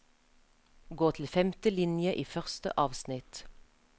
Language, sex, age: Norwegian, female, 33